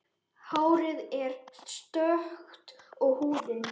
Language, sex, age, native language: Icelandic, male, 10, Icelandic